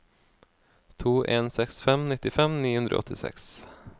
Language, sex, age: Norwegian, male, 24